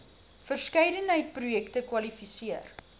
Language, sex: Afrikaans, female